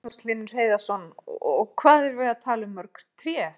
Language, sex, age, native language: Icelandic, female, 40-49, Icelandic